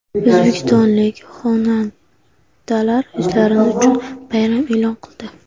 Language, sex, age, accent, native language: Uzbek, female, 18-24, Navoiy, Uzbek